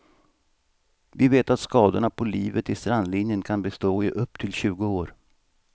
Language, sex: Swedish, male